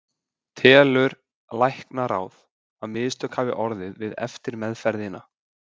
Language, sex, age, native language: Icelandic, male, 20-29, Icelandic